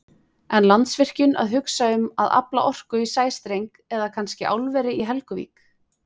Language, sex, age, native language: Icelandic, female, 20-29, Icelandic